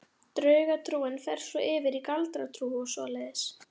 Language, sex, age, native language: Icelandic, female, 11, Icelandic